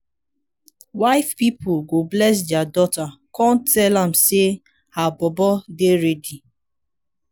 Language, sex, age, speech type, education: Nigerian Pidgin, female, 15-29, spontaneous, tertiary